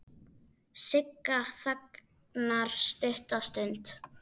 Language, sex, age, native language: Icelandic, female, 9, Icelandic